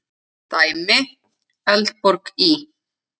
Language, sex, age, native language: Icelandic, male, 9, Icelandic